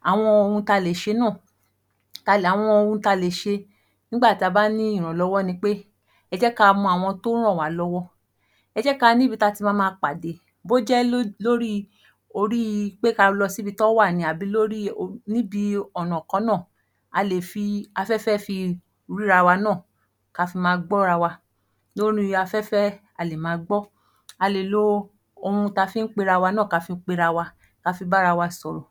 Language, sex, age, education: Yoruba, female, 15-29, tertiary